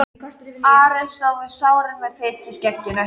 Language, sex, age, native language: Icelandic, male, 13, Icelandic